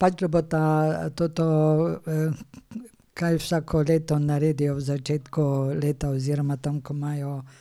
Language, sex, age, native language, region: Slovenian, female, 60+, Slovenian, Drava region